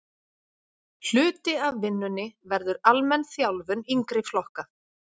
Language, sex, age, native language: Icelandic, female, 40-49, Icelandic